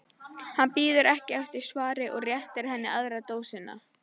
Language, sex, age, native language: Icelandic, female, 11, Icelandic